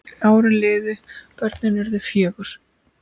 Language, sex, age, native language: Icelandic, male, 10, Icelandic